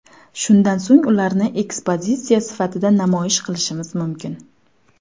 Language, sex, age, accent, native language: Uzbek, female, 19-29, Farg'ona, Uzbek